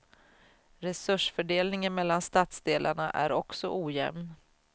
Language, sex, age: Swedish, female, 44